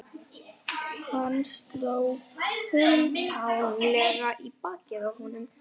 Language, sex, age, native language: Icelandic, male, 11, Icelandic